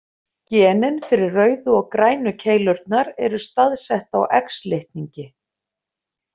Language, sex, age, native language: Icelandic, female, 50-59, Icelandic